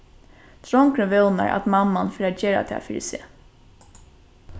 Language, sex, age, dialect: Faroese, female, 15-35, Norðuroyggjar